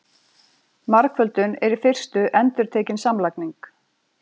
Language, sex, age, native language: Icelandic, female, 40-49, Icelandic